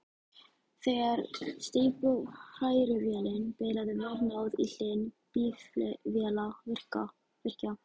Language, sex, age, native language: Icelandic, female, 14, Icelandic